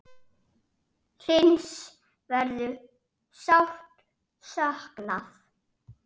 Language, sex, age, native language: Icelandic, male, 7, Icelandic